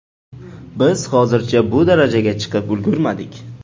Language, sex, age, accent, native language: Uzbek, male, 18-24, Samarqand, Uzbek